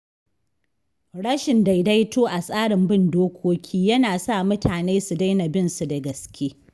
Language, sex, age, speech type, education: Hausa, female, 15-29, read, tertiary